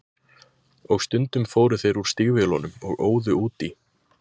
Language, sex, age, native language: Icelandic, male, 20-29, Icelandic